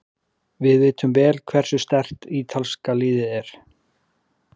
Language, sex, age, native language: Icelandic, male, 40-49, Icelandic